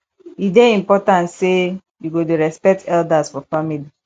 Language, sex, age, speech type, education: Nigerian Pidgin, female, 15-29, spontaneous, tertiary